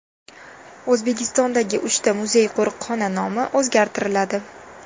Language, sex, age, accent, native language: Uzbek, female, 19-29, Toshkent viloyati, Uzbek